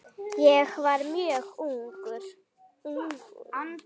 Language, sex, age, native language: Icelandic, female, 8, Icelandic